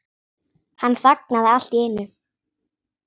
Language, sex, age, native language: Icelandic, female, 10, Icelandic